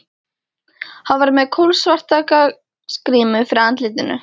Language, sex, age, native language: Icelandic, female, 13, Icelandic